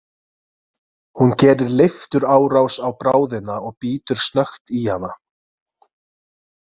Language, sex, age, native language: Icelandic, male, 20-29, Icelandic